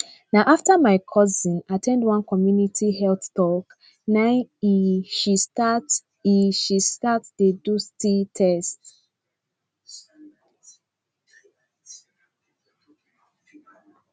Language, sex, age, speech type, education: Nigerian Pidgin, female, 15-29, spontaneous, tertiary